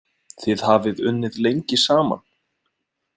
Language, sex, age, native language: Icelandic, male, 20-29, Icelandic